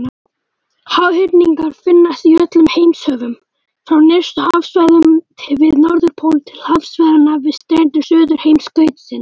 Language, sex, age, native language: Icelandic, male, 18-19, Icelandic